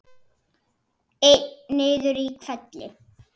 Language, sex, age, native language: Icelandic, male, 7, Icelandic